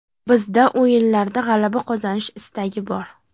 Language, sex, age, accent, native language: Uzbek, female, 18-24, Farg'ona, Uzbek